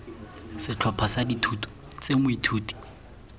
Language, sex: Tswana, male